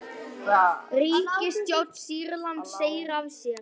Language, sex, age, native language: Icelandic, male, 18-19, Icelandic